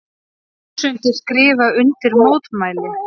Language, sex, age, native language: Icelandic, female, 30-39, Icelandic